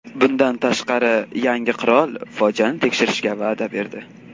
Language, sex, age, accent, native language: Uzbek, male, 18-24, Qashqadaryo, Uzbek